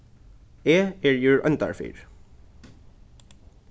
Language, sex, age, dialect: Faroese, male, 15-35, Norðurstreymoy/Eysturoy